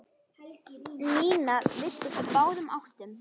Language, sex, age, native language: Icelandic, female, 10, Icelandic